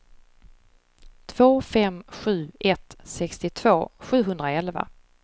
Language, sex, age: Swedish, female, 35